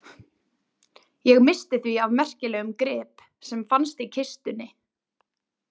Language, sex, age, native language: Icelandic, female, 20-29, Icelandic